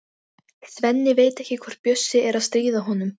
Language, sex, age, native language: Icelandic, female, 13, Icelandic